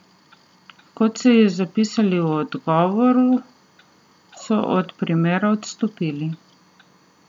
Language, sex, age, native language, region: Slovenian, female, 30-49, Slovenian, Southeast Slovenia